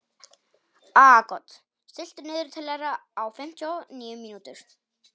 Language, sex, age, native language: Icelandic, male, 18-19, Polish